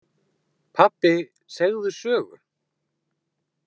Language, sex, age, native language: Icelandic, male, 20-29, Icelandic